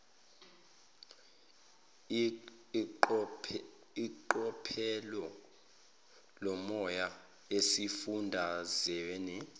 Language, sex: Zulu, male